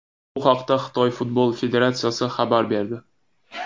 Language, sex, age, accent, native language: Uzbek, male, 18-24, Namangan, Uzbek